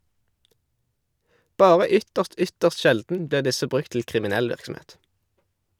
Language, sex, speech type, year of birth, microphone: Norwegian, male, read, 1991, Shure